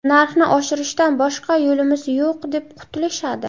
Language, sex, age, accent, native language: Uzbek, female, 18-24, Buxoro, Uzbek